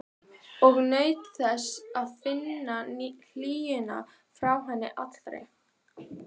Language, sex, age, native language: Icelandic, female, 12, Icelandic